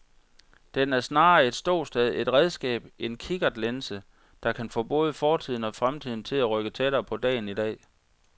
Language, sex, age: Danish, male, 46